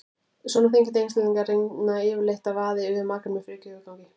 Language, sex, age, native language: Icelandic, female, 20-29, Icelandic